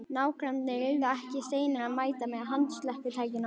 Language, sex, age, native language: Icelandic, female, 11, Icelandic